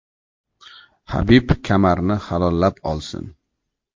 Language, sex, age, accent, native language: Uzbek, male, 35+, Toshkent shahri, Uzbek